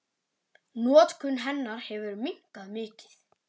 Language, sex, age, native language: Icelandic, male, 9, Icelandic